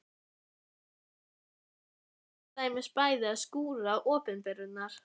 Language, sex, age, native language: Icelandic, female, 11, Icelandic